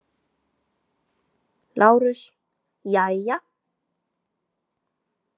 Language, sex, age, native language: Icelandic, female, 18-19, Chinese